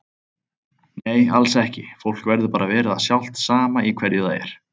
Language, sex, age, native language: Icelandic, male, 30-39, Icelandic